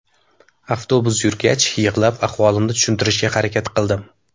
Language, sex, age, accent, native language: Uzbek, male, 18-24, Samarqand, Uzbek